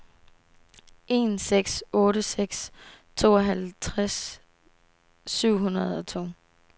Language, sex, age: Danish, female, 18